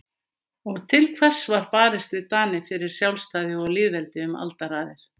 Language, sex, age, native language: Icelandic, female, 50-59, Icelandic